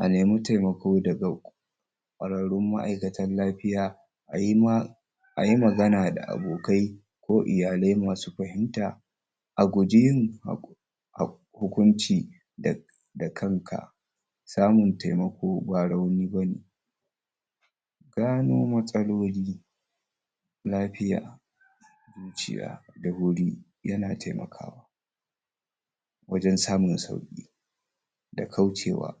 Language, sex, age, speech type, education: Hausa, male, 46-60, spontaneous, tertiary